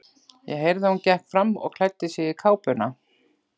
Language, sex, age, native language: Icelandic, female, 40-49, Icelandic